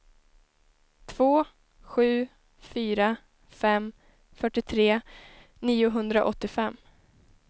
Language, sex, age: Swedish, female, 19